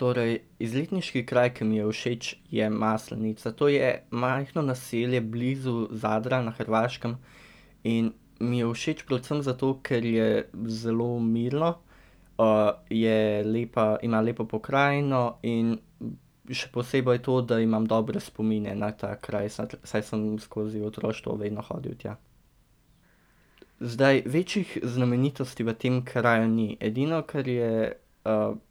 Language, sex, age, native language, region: Slovenian, male, 18-29, Slovenian, Central Slovenia